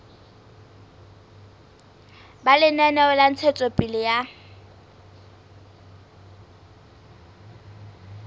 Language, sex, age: Southern Sotho, female, 20